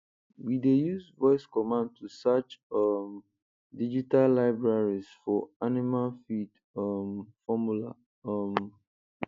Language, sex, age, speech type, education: Nigerian Pidgin, male, 15-29, spontaneous, tertiary